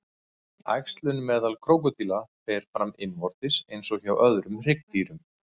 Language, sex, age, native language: Icelandic, male, 40-49, Icelandic